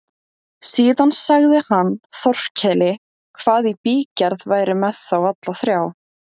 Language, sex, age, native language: Icelandic, female, 17, Icelandic